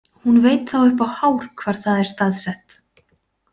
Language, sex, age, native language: Icelandic, female, 40-49, Icelandic